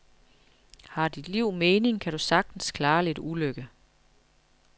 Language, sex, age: Danish, female, 45